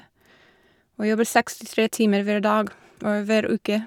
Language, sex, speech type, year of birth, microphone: Norwegian, female, spontaneous, 1987, Shure